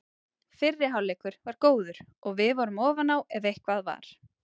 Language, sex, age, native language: Icelandic, female, 30-39, Icelandic